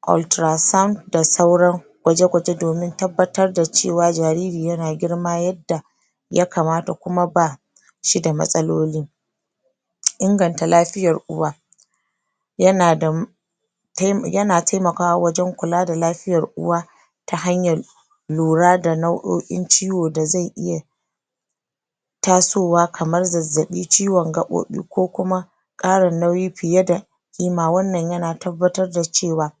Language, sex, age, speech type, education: Hausa, female, 30-45, spontaneous, tertiary